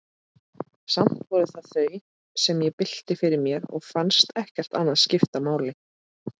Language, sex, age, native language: Icelandic, female, 30-39, Icelandic